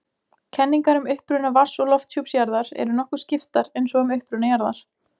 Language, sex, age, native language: Icelandic, female, 20-29, Icelandic